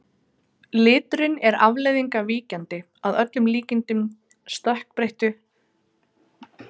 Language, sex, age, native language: Icelandic, female, 30-39, Icelandic